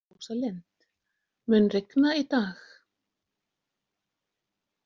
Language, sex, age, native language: Icelandic, female, 40-49, Icelandic